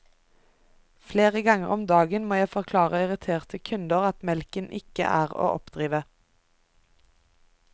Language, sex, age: Norwegian, female, 24